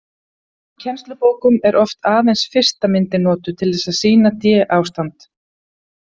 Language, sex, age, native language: Icelandic, female, 50-59, Icelandic